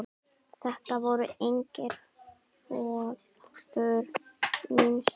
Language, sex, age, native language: Icelandic, female, 7, Icelandic